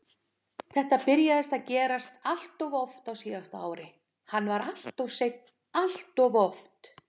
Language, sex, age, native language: Icelandic, female, 50-59, Icelandic